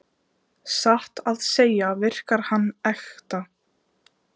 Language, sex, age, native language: Icelandic, female, 15, Icelandic